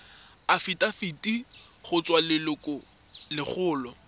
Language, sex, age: Tswana, male, 24